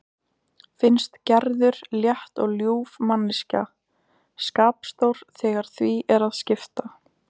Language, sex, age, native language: Icelandic, female, 20-29, Icelandic